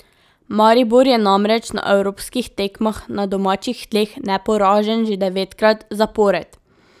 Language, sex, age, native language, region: Slovenian, female, 18-29, Slovenian, Drava region